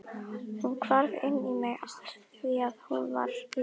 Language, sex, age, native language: Icelandic, female, 12, Icelandic